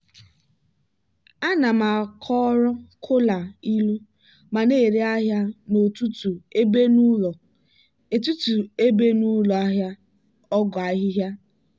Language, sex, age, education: Igbo, female, 15-29, tertiary